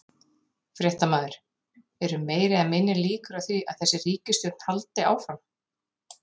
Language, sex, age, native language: Icelandic, female, 30-39, Icelandic